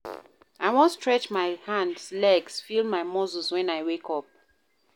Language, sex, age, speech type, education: Nigerian Pidgin, female, 15-29, read, primary